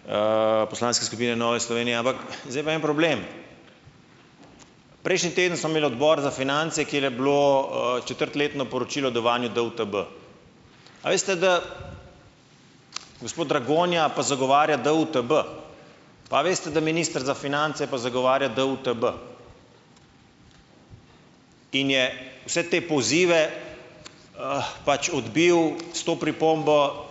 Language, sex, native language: Slovenian, male, Slovenian